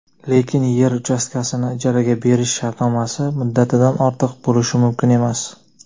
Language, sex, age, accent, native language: Uzbek, male, 25-34, Jizzax, Uzbek